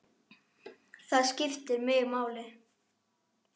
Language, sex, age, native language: Icelandic, female, 8, Icelandic